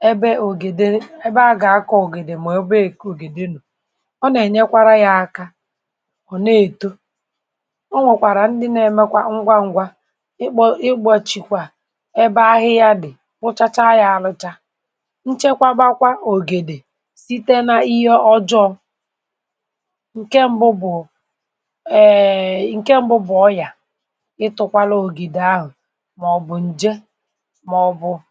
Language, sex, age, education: Igbo, female, 30-45, tertiary